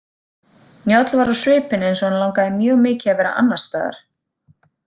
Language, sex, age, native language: Icelandic, female, 30-39, Icelandic